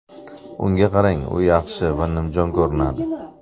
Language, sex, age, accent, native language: Uzbek, male, 25-34, Surxondaryo, Uzbek